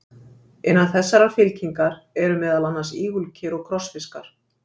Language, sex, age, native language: Icelandic, female, 50-59, Icelandic